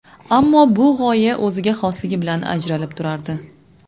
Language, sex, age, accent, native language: Uzbek, female, 25-34, Navoiy, Uzbek